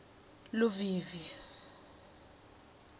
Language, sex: Swati, female